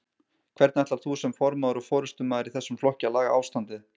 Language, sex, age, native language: Icelandic, male, 30-39, Icelandic